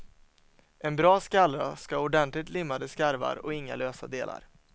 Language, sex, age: Swedish, male, 27